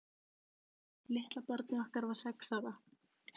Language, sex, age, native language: Icelandic, female, 50-59, Icelandic